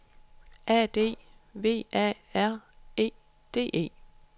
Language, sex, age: Danish, female, 31